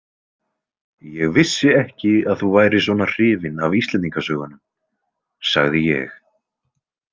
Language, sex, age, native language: Icelandic, male, 20-29, Icelandic